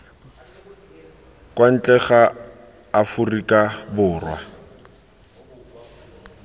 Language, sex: Tswana, male